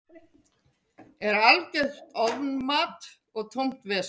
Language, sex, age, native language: Icelandic, female, 50-59, Icelandic